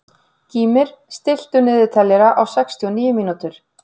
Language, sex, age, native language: Icelandic, female, 40-49, Icelandic